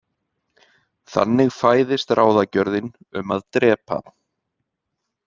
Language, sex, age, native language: Icelandic, male, 30-39, Icelandic